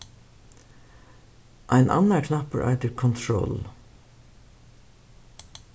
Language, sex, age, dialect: Faroese, female, 61+, Suðurstreymoy